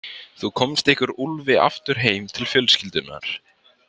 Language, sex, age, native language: Icelandic, male, 50-59, Icelandic